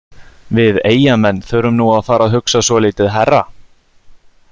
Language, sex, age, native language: Icelandic, male, 30-39, Icelandic